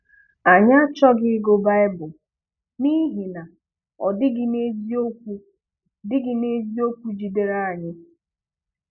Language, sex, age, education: Igbo, female, 15-29, tertiary